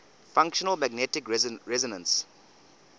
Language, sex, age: English, male, 20